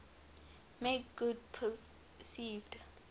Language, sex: English, female